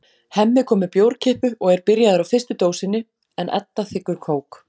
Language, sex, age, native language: Icelandic, female, 40-49, Icelandic